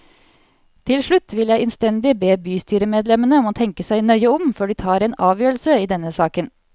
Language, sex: Norwegian, female